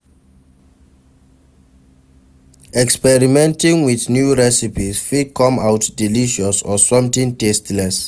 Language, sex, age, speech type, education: Nigerian Pidgin, male, 46-60, read, secondary